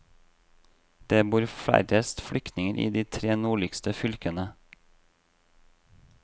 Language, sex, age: Norwegian, male, 26